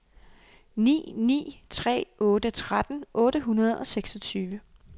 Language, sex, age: Danish, female, 28